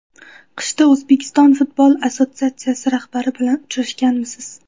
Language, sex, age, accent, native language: Uzbek, female, 18-24, Qashqadaryo, Uzbek